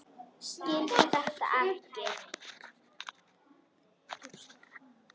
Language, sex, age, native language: Icelandic, other, 10, Icelandic